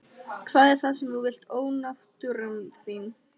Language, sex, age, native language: Icelandic, female, 13, Icelandic